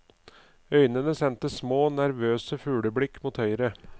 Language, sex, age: Norwegian, male, 39